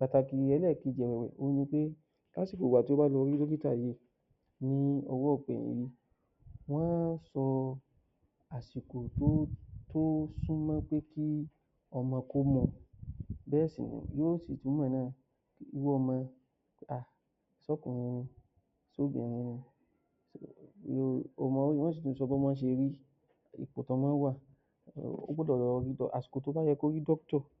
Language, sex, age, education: Yoruba, male, 30-45, tertiary